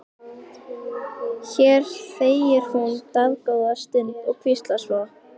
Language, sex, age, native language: Icelandic, female, 12, Icelandic